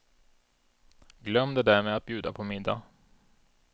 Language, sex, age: Swedish, male, 32